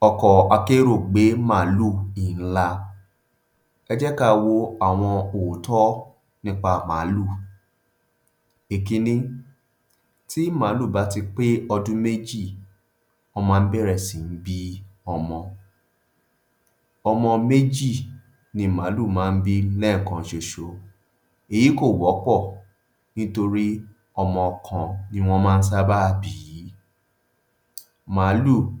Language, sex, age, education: Yoruba, male, 30-45, tertiary